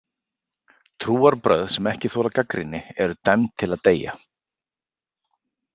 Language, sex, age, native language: Icelandic, male, 40-49, Icelandic